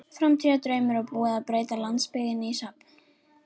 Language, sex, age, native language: Icelandic, female, 13, Icelandic